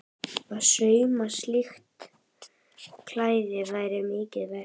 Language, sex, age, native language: Icelandic, female, 11, Icelandic